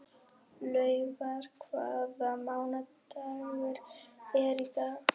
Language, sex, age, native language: Icelandic, female, 11, German